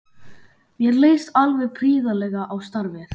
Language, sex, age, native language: Icelandic, male, 11, Icelandic